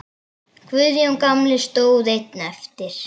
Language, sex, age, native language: Icelandic, female, 8, Icelandic